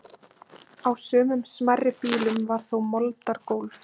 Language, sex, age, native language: Icelandic, female, 20-29, Icelandic